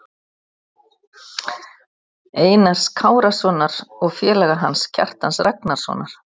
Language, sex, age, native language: Icelandic, female, 60-69, Icelandic